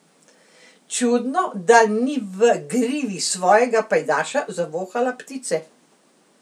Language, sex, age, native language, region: Slovenian, female, 60+, Slovenian, Central Slovenia